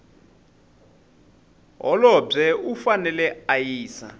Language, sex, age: Tsonga, male, 25